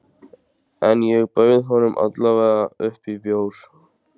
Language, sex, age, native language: Icelandic, male, 14, Icelandic